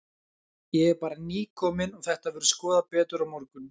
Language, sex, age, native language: Icelandic, male, 20-29, Icelandic